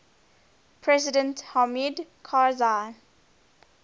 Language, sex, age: English, female, 20